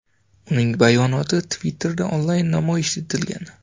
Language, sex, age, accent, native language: Uzbek, male, 25-34, Navoiy, Uzbek